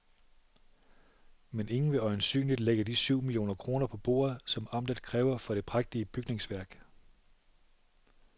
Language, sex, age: Danish, male, 37